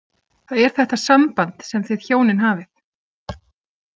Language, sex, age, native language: Icelandic, female, 30-39, Icelandic